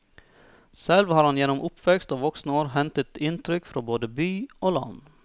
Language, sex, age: Norwegian, male, 34